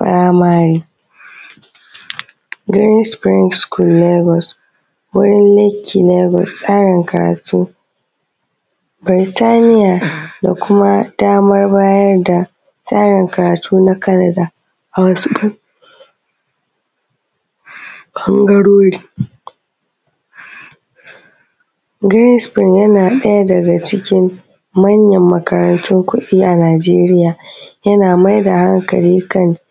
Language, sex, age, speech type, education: Hausa, female, 15-29, spontaneous, secondary